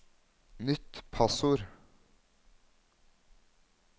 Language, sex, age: Norwegian, male, 21